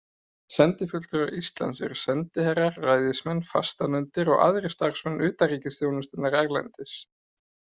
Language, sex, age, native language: Icelandic, male, 30-39, Icelandic